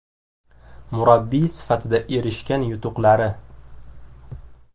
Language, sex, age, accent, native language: Uzbek, male, 18-24, Samarqand, Uzbek